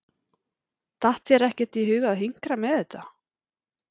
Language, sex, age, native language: Icelandic, female, 40-49, Icelandic